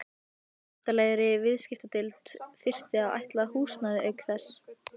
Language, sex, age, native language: Icelandic, female, 15, Icelandic